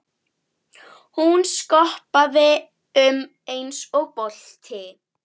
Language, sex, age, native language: Icelandic, female, 11, Icelandic